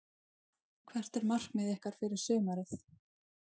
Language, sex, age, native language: Icelandic, female, 20-29, Icelandic